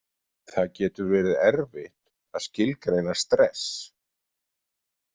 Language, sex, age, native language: Icelandic, male, 50-59, Icelandic